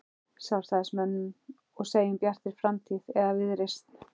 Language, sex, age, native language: Icelandic, male, 11, Icelandic